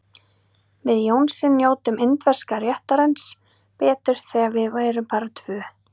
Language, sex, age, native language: Icelandic, female, 30-39, Icelandic